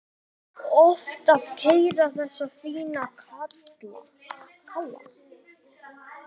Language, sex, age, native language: Icelandic, male, 11, Icelandic